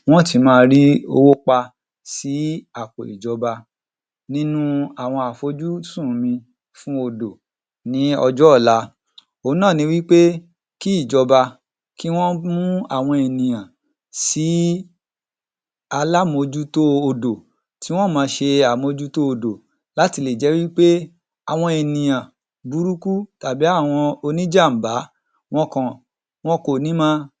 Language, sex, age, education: Yoruba, male, 30-45, tertiary